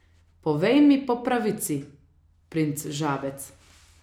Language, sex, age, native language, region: Slovenian, female, 30-49, Slovenian, Savinja region